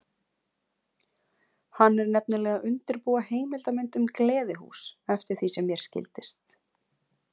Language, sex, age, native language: Icelandic, female, 20-29, Icelandic